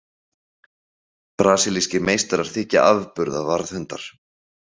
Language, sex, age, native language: Icelandic, male, 40-49, Icelandic